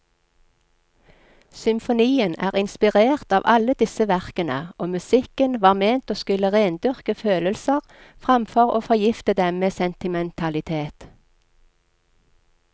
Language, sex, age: Norwegian, female, 46